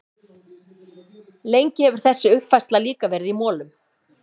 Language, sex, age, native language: Icelandic, female, 50-59, Icelandic